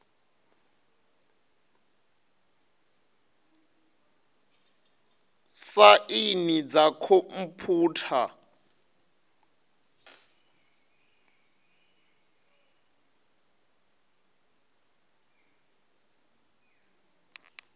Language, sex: Venda, male